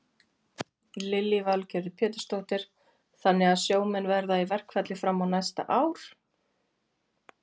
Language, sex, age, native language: Icelandic, female, 40-49, Icelandic